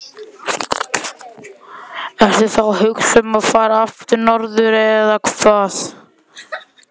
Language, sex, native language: Icelandic, male, Icelandic